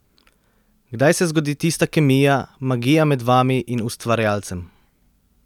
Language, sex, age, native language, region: Slovenian, male, 30-49, Slovenian, Central Slovenia